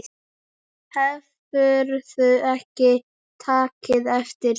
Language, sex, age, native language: Icelandic, male, 9, Icelandic